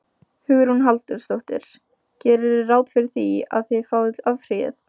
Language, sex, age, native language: Icelandic, female, 15, Icelandic